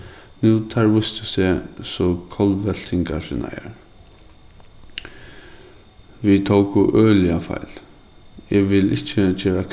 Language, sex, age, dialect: Faroese, male, 15-35, Suðurstreymoy